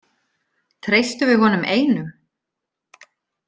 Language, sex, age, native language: Icelandic, female, 30-39, Icelandic